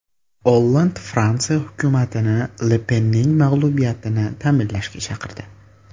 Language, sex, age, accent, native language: Uzbek, male, under 19, Toshkent shahri, Uzbek